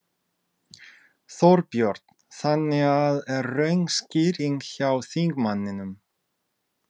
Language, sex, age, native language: Icelandic, male, 30-39, Russian